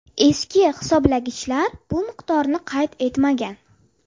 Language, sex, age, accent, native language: Uzbek, female, 30-39, Buxoro, Uzbek